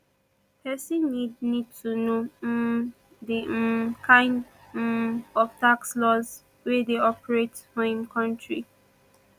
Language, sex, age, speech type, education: Nigerian Pidgin, female, 15-29, spontaneous, tertiary